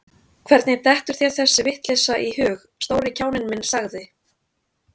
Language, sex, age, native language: Icelandic, female, 30-39, Icelandic